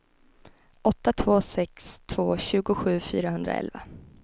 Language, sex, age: Swedish, female, 21